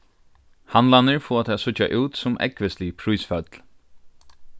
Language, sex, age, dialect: Faroese, male, 36-60, Norðurstreymoy/Eysturoy